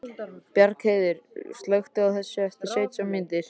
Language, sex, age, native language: Icelandic, male, 13, Icelandic